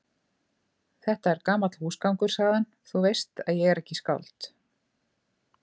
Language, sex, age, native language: Icelandic, female, 50-59, Icelandic